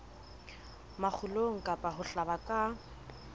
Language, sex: Southern Sotho, female